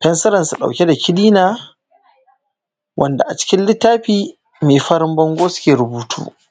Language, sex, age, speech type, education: Hausa, male, 15-29, spontaneous, primary